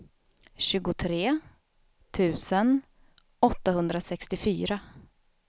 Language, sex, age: Swedish, female, 32